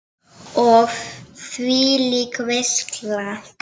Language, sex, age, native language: Icelandic, female, 7, Icelandic